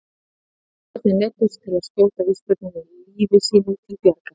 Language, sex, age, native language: Icelandic, female, 30-39, Icelandic